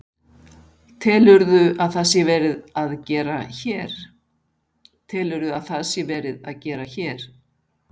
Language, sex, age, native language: Icelandic, female, 60-69, Icelandic